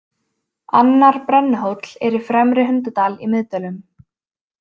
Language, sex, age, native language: Icelandic, female, 20-29, Icelandic